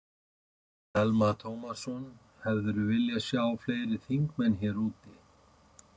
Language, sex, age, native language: Icelandic, male, 50-59, Icelandic